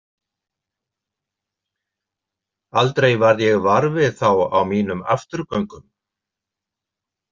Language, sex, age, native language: Icelandic, male, 70-79, Icelandic